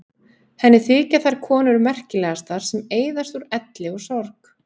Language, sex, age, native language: Icelandic, female, 18-19, Icelandic